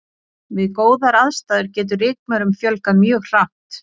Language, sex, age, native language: Icelandic, female, 40-49, Icelandic